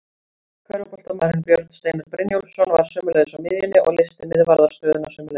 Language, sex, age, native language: Icelandic, female, 40-49, Icelandic